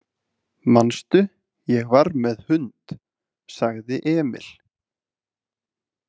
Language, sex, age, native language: Icelandic, male, 20-29, Icelandic